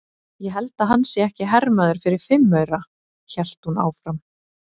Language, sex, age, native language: Icelandic, female, 30-39, Icelandic